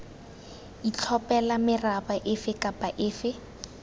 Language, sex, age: Tswana, female, 18